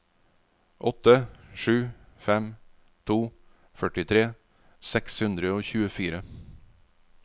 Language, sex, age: Norwegian, male, 49